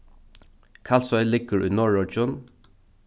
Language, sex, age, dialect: Faroese, male, 36-60, Norðuroyggjar